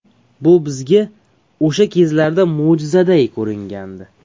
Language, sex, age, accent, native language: Uzbek, male, 18-24, Toshkent viloyati, Uzbek